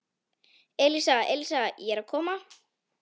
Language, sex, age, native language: Icelandic, female, 11, Icelandic